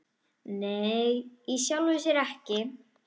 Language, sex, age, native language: Icelandic, female, 10, Icelandic